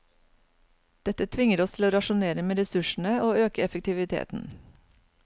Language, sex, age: Norwegian, female, 49